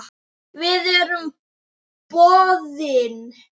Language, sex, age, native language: Icelandic, male, 9, Icelandic